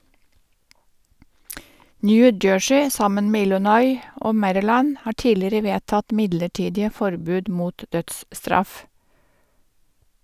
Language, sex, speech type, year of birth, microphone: Norwegian, female, read, 1952, Sennheiser